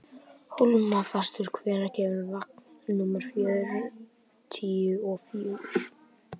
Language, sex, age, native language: Icelandic, male, 18-19, Icelandic